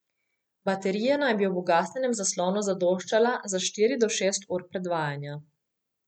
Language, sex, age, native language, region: Slovenian, female, 18-29, Slovenian, Coastal Karst region